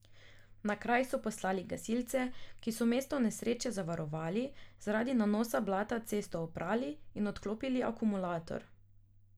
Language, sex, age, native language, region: Slovenian, female, 18-29, Slovenian, Drava region